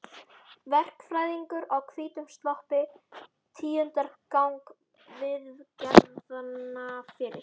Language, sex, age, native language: Icelandic, female, 12, Icelandic